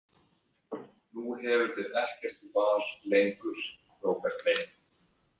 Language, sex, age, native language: Icelandic, male, 30-39, Icelandic